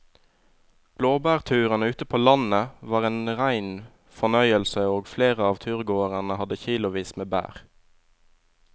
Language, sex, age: Norwegian, male, 20